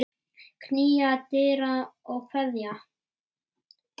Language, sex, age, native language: Icelandic, male, 10, Icelandic